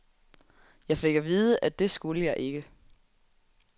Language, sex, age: Danish, female, 20